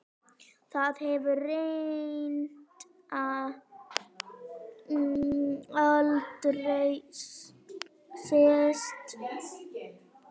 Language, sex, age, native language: Icelandic, female, 9, Icelandic